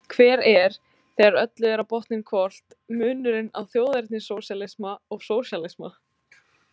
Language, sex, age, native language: Icelandic, female, 20-29, Icelandic